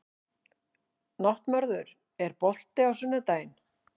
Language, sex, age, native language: Icelandic, female, 40-49, Icelandic